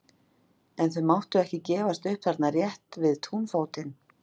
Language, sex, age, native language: Icelandic, female, 50-59, Icelandic